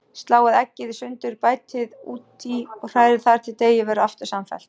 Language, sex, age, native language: Icelandic, female, 40-49, Icelandic